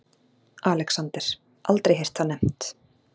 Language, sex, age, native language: Icelandic, female, 40-49, Icelandic